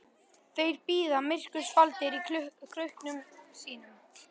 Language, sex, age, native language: Icelandic, male, 11, Icelandic